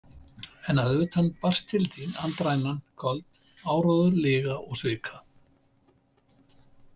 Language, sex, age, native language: Icelandic, male, 70-79, Icelandic